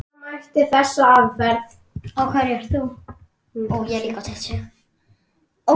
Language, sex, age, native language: Icelandic, female, 10, Icelandic